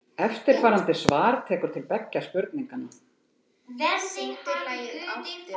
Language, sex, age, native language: Icelandic, female, 50-59, Icelandic